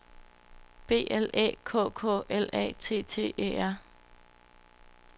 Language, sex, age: Danish, female, 22